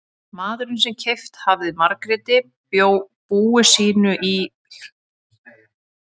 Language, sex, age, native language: Icelandic, female, 30-39, Icelandic